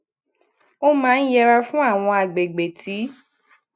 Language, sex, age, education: Yoruba, female, 15-29, secondary